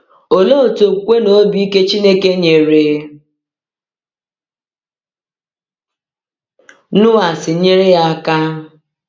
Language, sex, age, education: Igbo, female, 30-45, tertiary